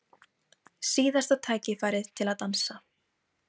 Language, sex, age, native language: Icelandic, female, 17, Icelandic